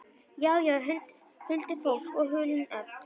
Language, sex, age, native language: Icelandic, female, 11, Icelandic